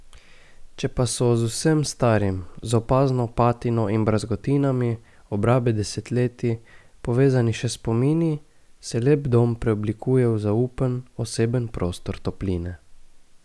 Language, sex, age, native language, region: Slovenian, male, 18-29, Slovenian, Gorica region